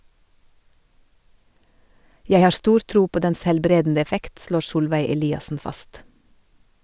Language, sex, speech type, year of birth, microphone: Norwegian, female, read, 1970, Sennheiser